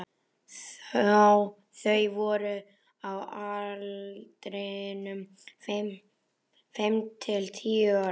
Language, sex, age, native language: Icelandic, male, 11, Icelandic